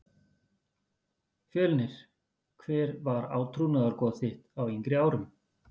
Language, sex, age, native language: Icelandic, male, 50-59, Icelandic